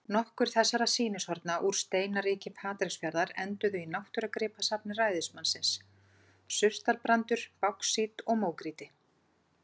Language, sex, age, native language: Icelandic, female, 40-49, Icelandic